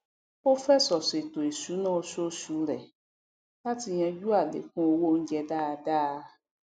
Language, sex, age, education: Yoruba, female, 46-60, tertiary